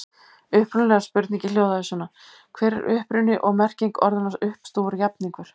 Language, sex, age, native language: Icelandic, female, 50-59, Icelandic